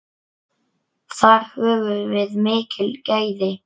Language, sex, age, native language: Icelandic, male, 9, Icelandic